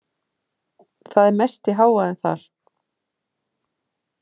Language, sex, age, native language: Icelandic, female, 50-59, Icelandic